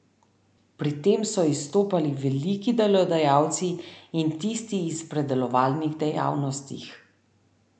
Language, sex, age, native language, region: Slovenian, female, 30-49, Slovenian, Central Slovenia